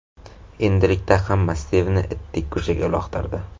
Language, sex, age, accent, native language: Uzbek, male, 18-24, Navoiy, Uzbek